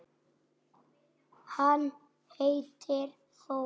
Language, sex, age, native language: Icelandic, female, 8, Icelandic